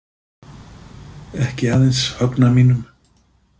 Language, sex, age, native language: Icelandic, male, 50-59, Icelandic